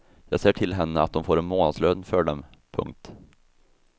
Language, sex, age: Swedish, male, 24